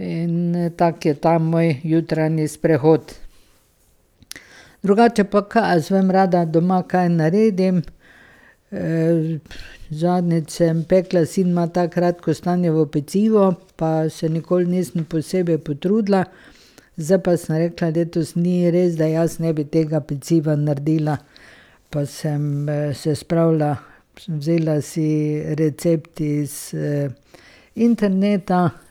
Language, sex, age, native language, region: Slovenian, female, 50-59, Slovenian, Carinthia region